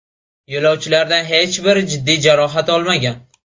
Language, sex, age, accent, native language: Uzbek, male, 18-24, Buxoro, Uzbek